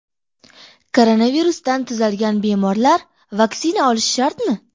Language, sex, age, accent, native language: Uzbek, female, 18-24, Andijon, Uzbek